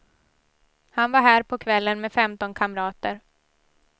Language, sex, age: Swedish, female, 18